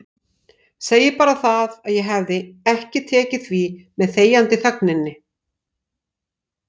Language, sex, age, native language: Icelandic, female, 60-69, Icelandic